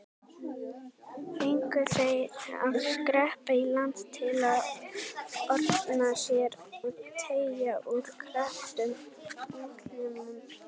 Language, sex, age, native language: Icelandic, female, 18-19, Icelandic